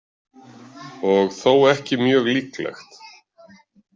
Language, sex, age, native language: Icelandic, male, 40-49, Icelandic